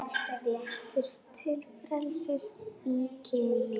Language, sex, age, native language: Icelandic, female, 9, Icelandic